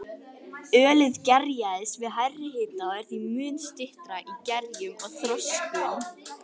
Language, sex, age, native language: Icelandic, female, 18-19, Icelandic